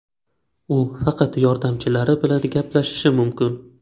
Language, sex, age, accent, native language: Uzbek, male, 25-34, Qashqadaryo, Uzbek